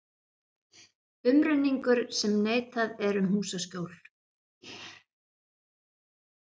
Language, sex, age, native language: Icelandic, female, 50-59, Icelandic